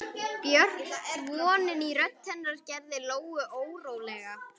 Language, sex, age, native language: Icelandic, female, 11, Icelandic